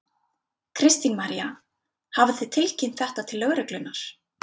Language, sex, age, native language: Icelandic, female, 20-29, Icelandic